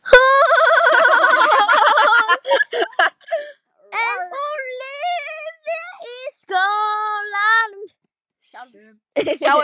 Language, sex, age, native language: Icelandic, female, 18-19, Lithuanian